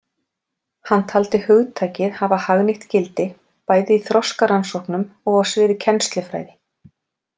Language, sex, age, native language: Icelandic, female, 40-49, Icelandic